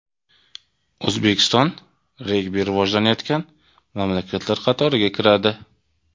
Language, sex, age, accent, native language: Uzbek, male, 25-34, Toshkent viloyati, Uzbek